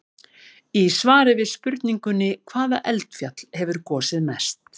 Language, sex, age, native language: Icelandic, female, 50-59, Icelandic